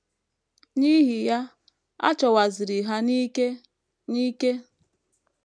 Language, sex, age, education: Igbo, female, 15-29, tertiary